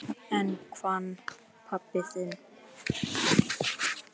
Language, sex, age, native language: Icelandic, female, 10, Icelandic